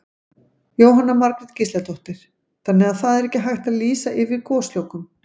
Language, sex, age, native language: Icelandic, female, 50-59, Icelandic